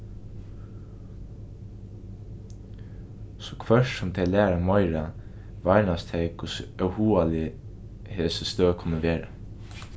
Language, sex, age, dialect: Faroese, male, 15-35, Norðuroyggjar